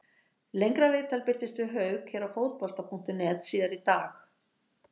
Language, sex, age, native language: Icelandic, female, 60-69, Icelandic